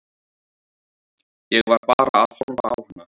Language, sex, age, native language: Icelandic, male, 13, Icelandic